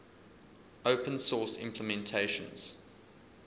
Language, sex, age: English, male, 20